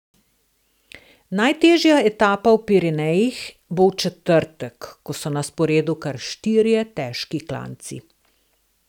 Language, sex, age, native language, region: Slovenian, female, 60+, Slovenian, Southeast Slovenia